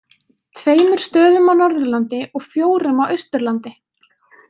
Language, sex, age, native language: Icelandic, female, 20-29, Icelandic